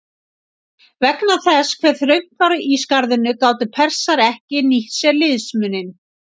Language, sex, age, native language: Icelandic, female, 60-69, Icelandic